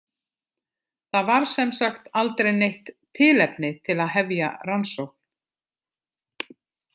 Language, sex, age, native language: Icelandic, other, 50-59, Icelandic